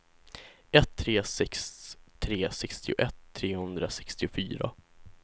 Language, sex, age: Swedish, male, 16